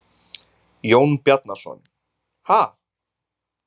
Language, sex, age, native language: Icelandic, male, 20-29, Icelandic